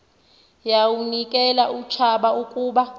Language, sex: Xhosa, female